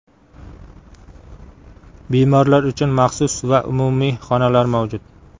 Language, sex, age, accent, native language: Uzbek, male, 25-34, Qashqadaryo, Uzbek